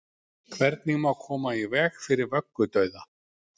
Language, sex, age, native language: Icelandic, male, 40-49, Icelandic